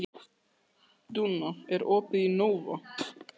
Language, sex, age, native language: Icelandic, male, 13, Icelandic